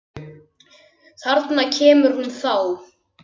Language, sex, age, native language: Icelandic, male, 10, Icelandic